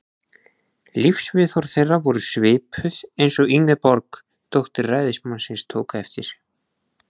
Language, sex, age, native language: Icelandic, male, 20-29, Icelandic